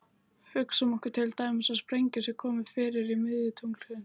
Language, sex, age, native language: Icelandic, female, 18-19, Icelandic